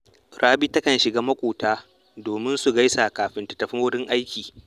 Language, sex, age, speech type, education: Hausa, male, 15-29, read, tertiary